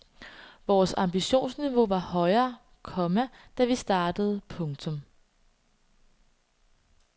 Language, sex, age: Danish, female, 21